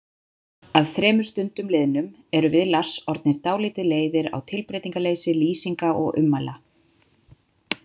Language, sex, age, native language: Icelandic, female, 30-39, Icelandic